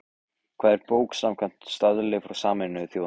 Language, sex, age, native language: Icelandic, male, 15, Icelandic